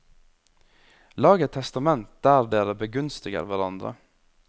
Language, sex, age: Norwegian, male, 21